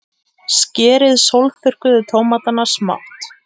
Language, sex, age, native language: Icelandic, female, 30-39, Icelandic